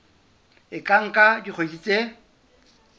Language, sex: Southern Sotho, male